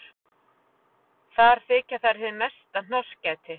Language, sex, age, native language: Icelandic, female, 40-49, Icelandic